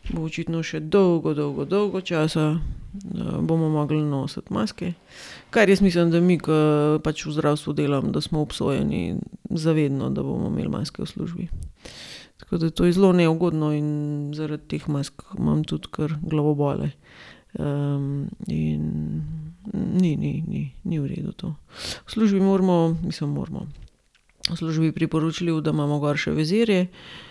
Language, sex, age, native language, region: Slovenian, female, 30-49, Slovenian, Gorenjska region